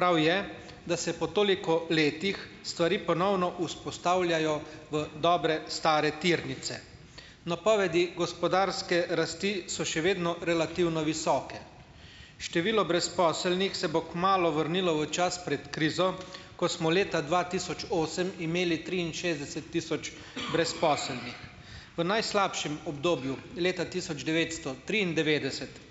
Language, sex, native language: Slovenian, male, Slovenian